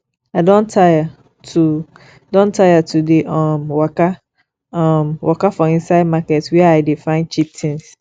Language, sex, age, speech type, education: Nigerian Pidgin, female, 15-29, spontaneous, tertiary